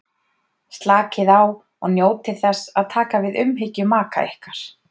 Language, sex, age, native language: Icelandic, female, 30-39, Icelandic